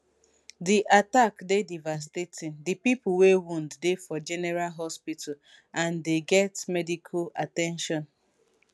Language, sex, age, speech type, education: Nigerian Pidgin, female, 15-29, spontaneous, tertiary